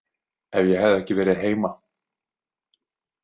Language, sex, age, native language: Icelandic, male, 20-29, Icelandic